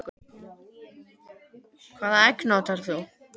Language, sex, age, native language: Icelandic, male, 10, Icelandic